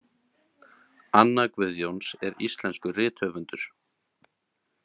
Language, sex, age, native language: Icelandic, male, 30-39, Icelandic